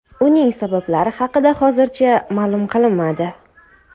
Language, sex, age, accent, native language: Uzbek, female, 25-34, Andijon, Uzbek